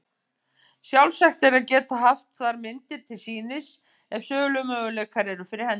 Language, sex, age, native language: Icelandic, female, 50-59, Icelandic